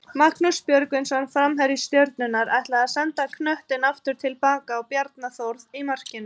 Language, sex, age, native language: Icelandic, female, 30-39, Icelandic